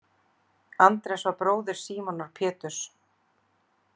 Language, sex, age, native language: Icelandic, female, 40-49, Icelandic